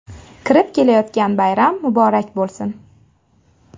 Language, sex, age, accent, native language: Uzbek, female, 18-24, Qashqadaryo, Uzbek